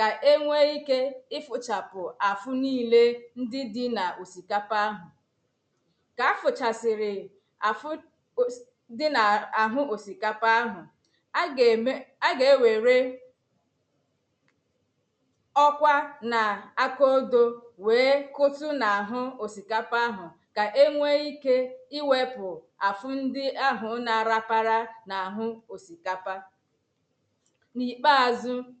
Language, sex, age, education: Igbo, female, 30-45, tertiary